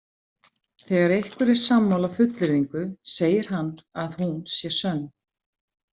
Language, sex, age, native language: Icelandic, female, 40-49, Icelandic